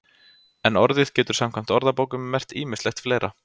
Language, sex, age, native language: Icelandic, male, 30-39, Icelandic